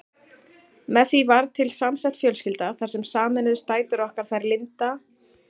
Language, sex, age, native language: Icelandic, female, 40-49, Icelandic